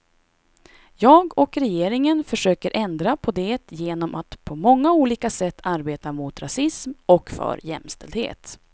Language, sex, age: Swedish, female, 26